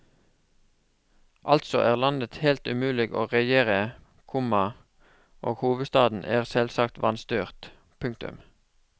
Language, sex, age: Norwegian, male, 36